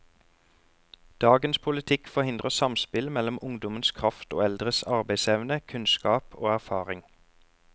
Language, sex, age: Norwegian, male, 34